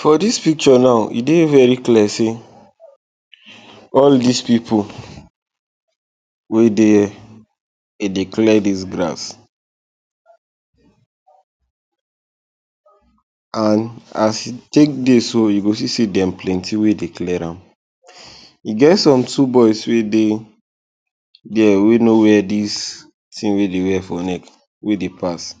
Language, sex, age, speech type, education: Nigerian Pidgin, male, 15-29, spontaneous, tertiary